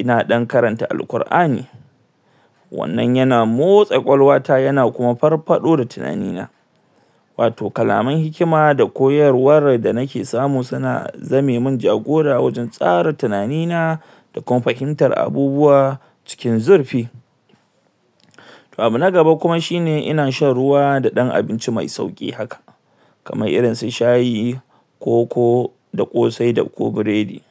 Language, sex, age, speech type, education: Hausa, male, 60+, spontaneous, tertiary